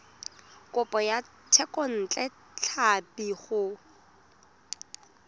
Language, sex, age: Tswana, female, 19